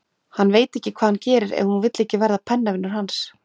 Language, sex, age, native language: Icelandic, female, 40-49, Icelandic